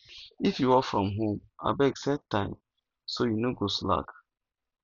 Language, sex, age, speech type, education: Nigerian Pidgin, male, 15-29, spontaneous, tertiary